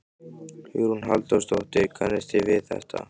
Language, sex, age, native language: Icelandic, male, 15, Icelandic